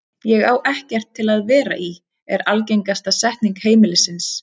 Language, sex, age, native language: Icelandic, female, 30-39, Icelandic